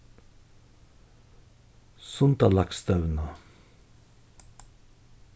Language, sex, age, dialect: Faroese, male, 61+, Suðurstreymoy